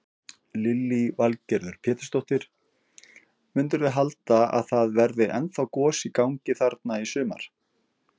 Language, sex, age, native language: Icelandic, male, 50-59, Icelandic